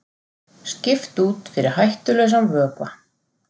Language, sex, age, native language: Icelandic, female, 40-49, Icelandic